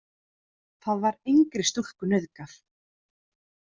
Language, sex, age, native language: Icelandic, female, 30-39, Icelandic